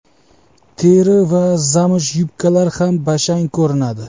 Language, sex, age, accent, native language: Uzbek, male, 25-34, Jizzax, Uzbek